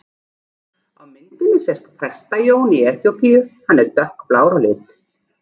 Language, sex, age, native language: Icelandic, female, 40-49, Icelandic